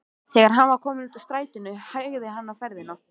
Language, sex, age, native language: Icelandic, male, 13, Icelandic